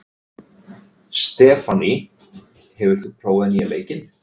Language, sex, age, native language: Icelandic, male, 30-39, Icelandic